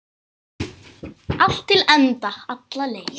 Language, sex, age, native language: Icelandic, female, 9, Icelandic